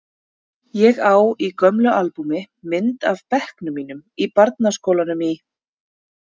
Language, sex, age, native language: Icelandic, female, 30-39, Icelandic